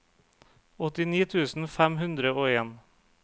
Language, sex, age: Norwegian, male, 35